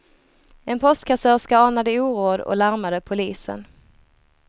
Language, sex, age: Swedish, female, 23